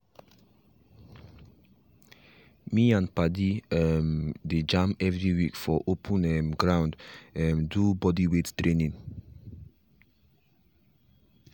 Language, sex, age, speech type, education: Nigerian Pidgin, male, 15-29, spontaneous, tertiary